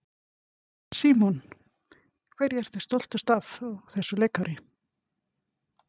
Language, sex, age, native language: Icelandic, female, 50-59, Icelandic